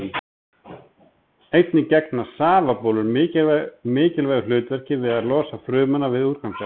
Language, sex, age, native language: Icelandic, male, 30-39, Icelandic